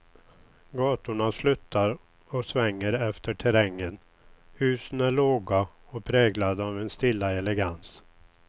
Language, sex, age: Swedish, male, 61